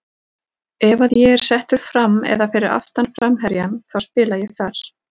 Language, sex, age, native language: Icelandic, female, 40-49, Icelandic